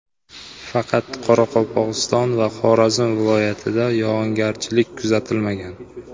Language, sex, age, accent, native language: Uzbek, male, 25-34, Sirdaryo, Uzbek